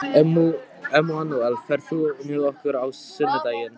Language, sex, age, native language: Icelandic, male, 12, Icelandic